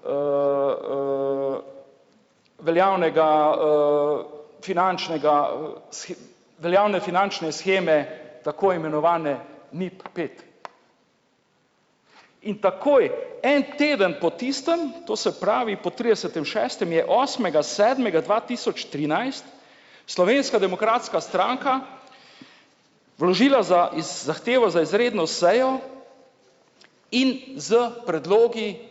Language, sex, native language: Slovenian, male, Slovenian